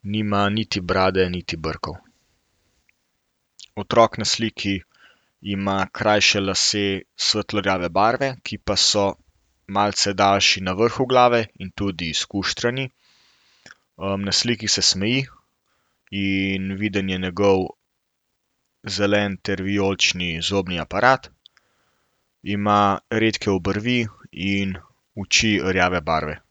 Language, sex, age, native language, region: Slovenian, male, 18-29, Slovenian, Central Slovenia